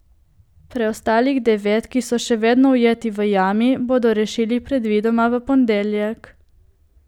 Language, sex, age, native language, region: Slovenian, female, 18-29, Slovenian, Coastal Karst region